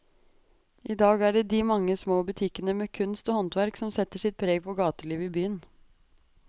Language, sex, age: Norwegian, female, 23